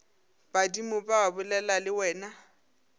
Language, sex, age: Northern Sotho, female, 22